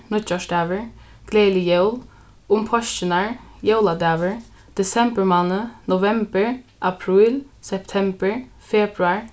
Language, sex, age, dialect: Faroese, female, 15-35, Norðuroyggjar